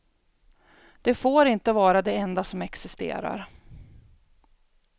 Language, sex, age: Swedish, female, 42